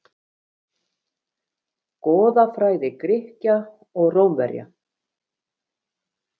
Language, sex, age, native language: Icelandic, female, 50-59, Icelandic